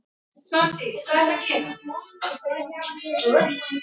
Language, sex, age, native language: Icelandic, male, 10, Icelandic